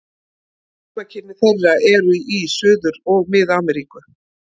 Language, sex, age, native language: Icelandic, female, 50-59, Icelandic